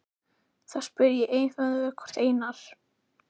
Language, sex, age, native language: Icelandic, female, 11, Icelandic